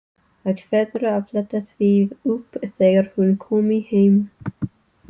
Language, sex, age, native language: Icelandic, female, 30-39, English